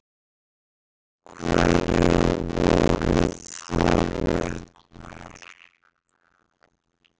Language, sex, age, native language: Icelandic, male, 60-69, Icelandic